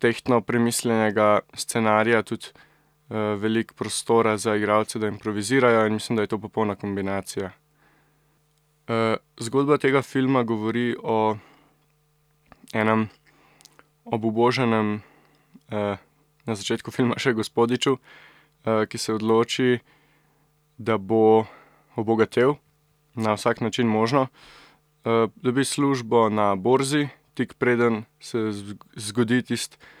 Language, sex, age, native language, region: Slovenian, male, 18-29, Slovenian, Central Slovenia